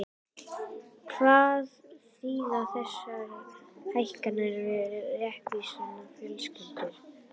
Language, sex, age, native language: Icelandic, female, 11, Icelandic